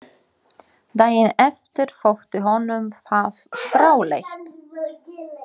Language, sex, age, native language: Icelandic, female, 30-39, Polish